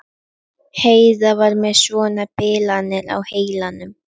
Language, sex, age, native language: Icelandic, female, 11, Icelandic